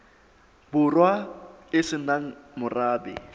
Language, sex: Southern Sotho, male